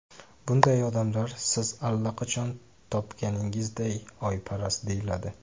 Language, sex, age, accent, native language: Uzbek, male, 18-24, Jizzax, Uzbek